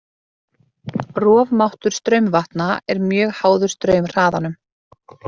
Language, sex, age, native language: Icelandic, female, 40-49, Icelandic